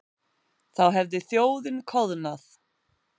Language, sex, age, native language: Icelandic, female, 8, Icelandic